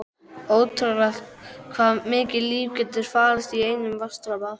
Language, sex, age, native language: Icelandic, male, 12, Icelandic